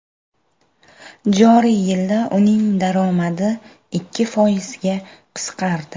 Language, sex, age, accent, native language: Uzbek, female, 25-34, Samarqand, Uzbek